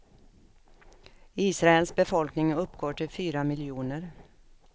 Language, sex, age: Swedish, female, 56